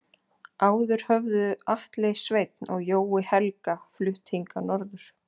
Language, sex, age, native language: Icelandic, female, 40-49, Icelandic